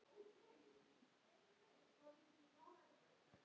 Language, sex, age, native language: Icelandic, female, 10, Icelandic